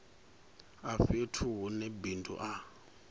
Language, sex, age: Venda, male, 39